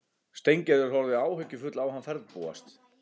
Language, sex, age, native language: Icelandic, male, 12, Icelandic